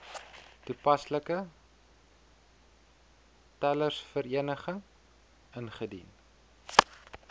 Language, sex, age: Afrikaans, male, 23